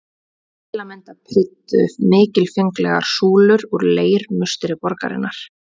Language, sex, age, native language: Icelandic, female, 20-29, Icelandic